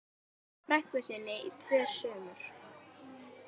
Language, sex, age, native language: Icelandic, female, 10, Icelandic